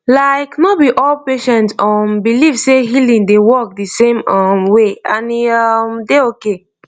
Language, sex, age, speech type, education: Nigerian Pidgin, female, 15-29, spontaneous, tertiary